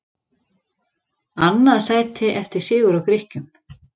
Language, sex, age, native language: Icelandic, female, 40-49, Icelandic